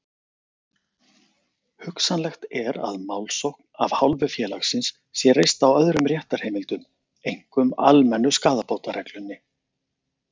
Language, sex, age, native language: Icelandic, male, 40-49, Icelandic